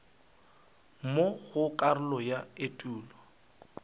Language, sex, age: Northern Sotho, male, 23